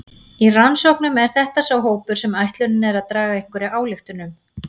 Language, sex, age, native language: Icelandic, female, 40-49, Icelandic